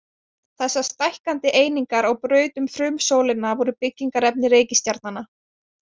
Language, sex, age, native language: Icelandic, female, 20-29, Icelandic